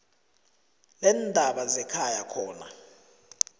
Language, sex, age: South Ndebele, male, 20